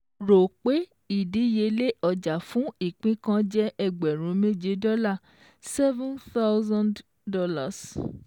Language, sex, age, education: Yoruba, female, 15-29, secondary